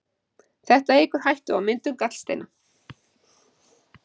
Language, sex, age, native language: Icelandic, female, 50-59, Icelandic